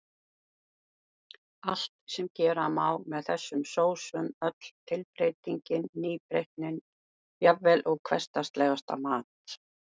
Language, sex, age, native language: Icelandic, female, 70-79, Icelandic